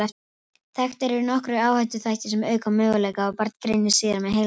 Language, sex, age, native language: Icelandic, female, 18-19, Icelandic